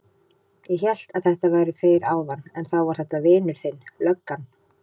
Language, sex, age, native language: Icelandic, female, 30-39, Icelandic